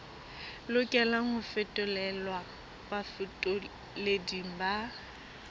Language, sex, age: Southern Sotho, female, 21